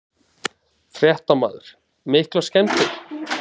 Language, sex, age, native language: Icelandic, male, 20-29, Icelandic